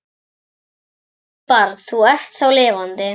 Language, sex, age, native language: Icelandic, male, 11, Icelandic